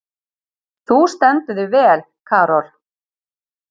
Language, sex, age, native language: Icelandic, female, 30-39, Icelandic